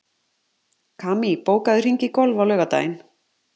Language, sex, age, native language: Icelandic, male, 50-59, Icelandic